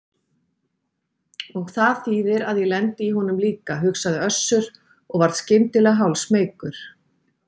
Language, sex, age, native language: Icelandic, female, 40-49, Icelandic